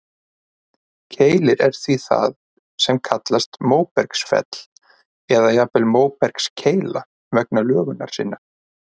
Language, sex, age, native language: Icelandic, male, 30-39, Icelandic